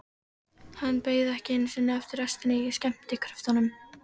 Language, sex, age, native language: Icelandic, female, 13, Icelandic